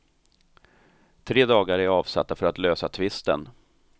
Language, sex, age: Swedish, male, 45